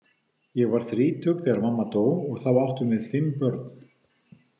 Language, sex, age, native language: Icelandic, male, 50-59, Icelandic